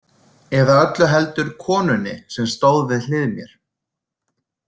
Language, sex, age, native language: Icelandic, male, 20-29, Icelandic